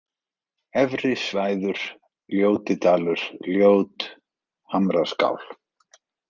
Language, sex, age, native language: Icelandic, male, 40-49, Icelandic